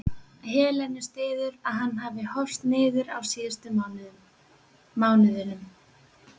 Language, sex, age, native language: Icelandic, female, 20-29, Icelandic